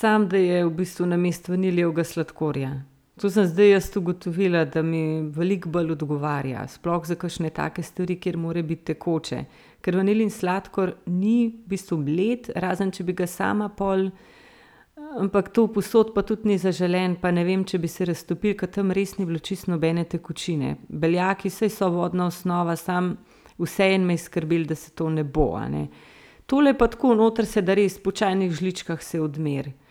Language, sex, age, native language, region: Slovenian, female, 30-49, Slovenian, Central Slovenia